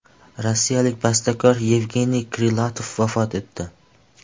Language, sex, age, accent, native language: Uzbek, male, 12-17, Andijon, Uzbek